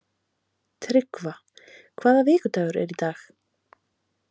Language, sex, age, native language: Icelandic, female, 30-39, Icelandic